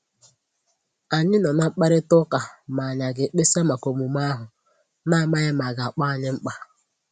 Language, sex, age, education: Igbo, female, 15-29, tertiary